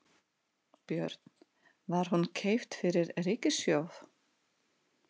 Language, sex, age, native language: Icelandic, female, 40-49, Russian